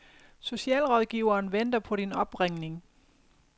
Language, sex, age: Danish, female, 50